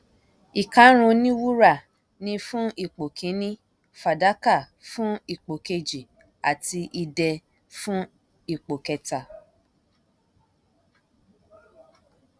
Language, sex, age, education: Yoruba, female, 30-45, tertiary